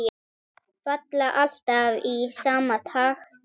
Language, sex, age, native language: Icelandic, female, 10, Icelandic